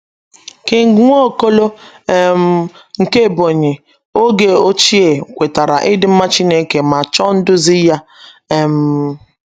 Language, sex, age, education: Igbo, female, 30-45, secondary